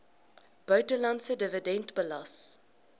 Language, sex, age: Afrikaans, female, 19